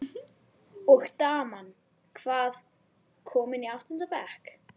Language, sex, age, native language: Icelandic, female, 12, Icelandic